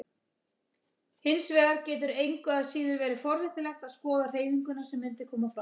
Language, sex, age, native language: Icelandic, female, 30-39, Icelandic